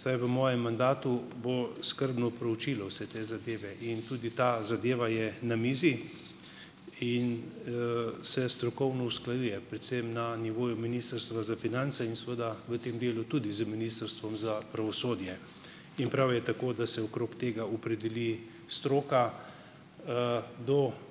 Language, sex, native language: Slovenian, male, Slovenian